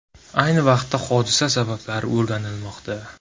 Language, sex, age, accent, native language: Uzbek, male, 18-24, Jizzax, Uzbek